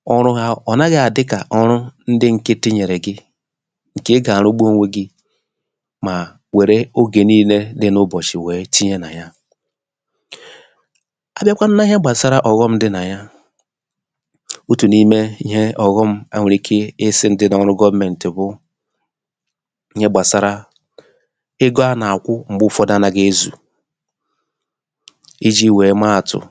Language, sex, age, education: Igbo, male, 30-45, tertiary